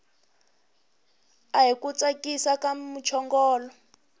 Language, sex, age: Tsonga, female, 21